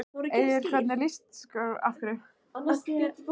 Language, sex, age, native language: Icelandic, female, 15, Icelandic